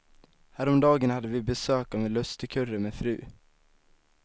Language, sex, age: Swedish, male, 19